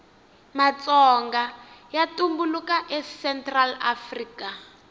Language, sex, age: Tsonga, female, 19